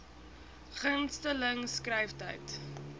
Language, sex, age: Afrikaans, female, 20